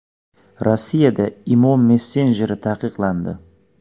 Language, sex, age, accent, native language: Uzbek, male, 25-34, Xorazm, Uzbek